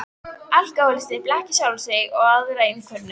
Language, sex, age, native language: Icelandic, female, 13, Icelandic